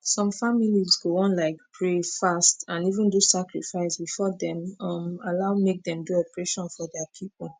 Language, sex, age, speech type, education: Nigerian Pidgin, female, 15-29, spontaneous, tertiary